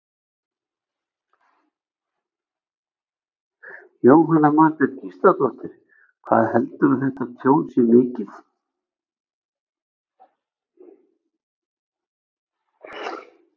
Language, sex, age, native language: Icelandic, male, 60-69, Icelandic